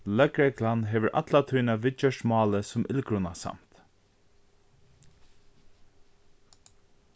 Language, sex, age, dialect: Faroese, male, 15-35, Norðurstreymoy/Eysturoy